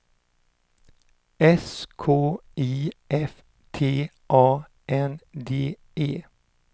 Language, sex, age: Swedish, male, 59